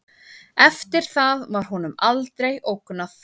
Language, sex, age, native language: Icelandic, female, 30-39, Icelandic